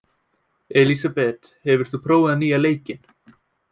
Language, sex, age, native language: Icelandic, male, 18-19, Icelandic